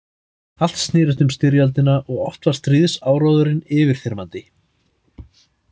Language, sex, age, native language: Icelandic, male, 30-39, Icelandic